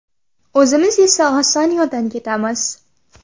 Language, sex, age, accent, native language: Uzbek, female, under 19, Xorazm, Uzbek